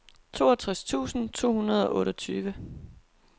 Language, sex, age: Danish, female, 22